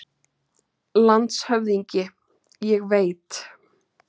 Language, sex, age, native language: Icelandic, female, 30-39, Icelandic